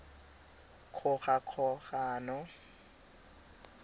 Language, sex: Tswana, male